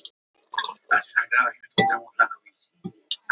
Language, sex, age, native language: Icelandic, female, 18-19, Icelandic